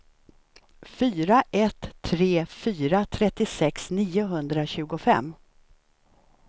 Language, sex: Swedish, female